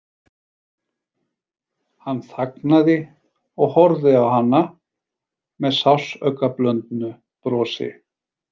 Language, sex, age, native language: Icelandic, male, 40-49, Icelandic